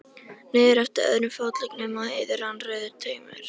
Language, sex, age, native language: Icelandic, female, 13, Icelandic